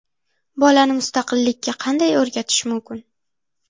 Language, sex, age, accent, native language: Uzbek, female, 18-24, Jizzax, Uzbek